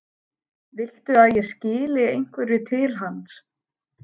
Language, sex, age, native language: Icelandic, male, 12, Icelandic